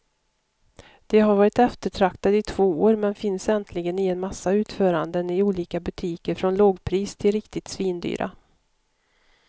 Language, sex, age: Swedish, female, 52